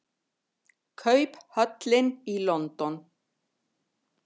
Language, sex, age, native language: Icelandic, female, 50-59, Icelandic